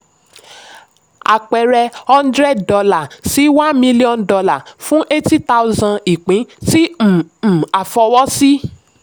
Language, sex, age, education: Yoruba, female, 30-45, tertiary